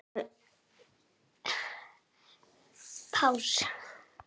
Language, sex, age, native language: Icelandic, male, 7, Icelandic